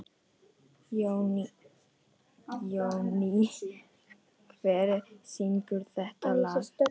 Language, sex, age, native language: Icelandic, female, 14, Icelandic